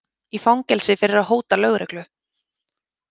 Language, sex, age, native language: Icelandic, female, 30-39, Icelandic